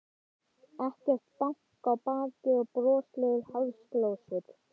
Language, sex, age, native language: Icelandic, male, 11, Icelandic